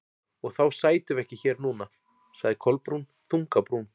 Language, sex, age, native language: Icelandic, male, 40-49, Icelandic